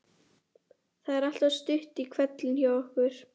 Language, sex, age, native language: Icelandic, female, 11, Icelandic